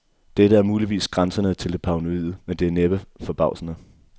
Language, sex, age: Danish, male, 24